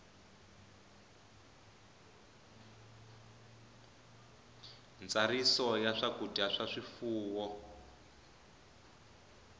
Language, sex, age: Tsonga, male, 20